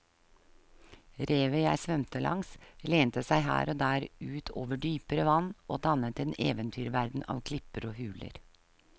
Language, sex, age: Norwegian, female, 48